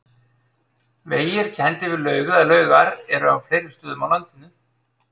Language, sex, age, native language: Icelandic, male, 30-39, Icelandic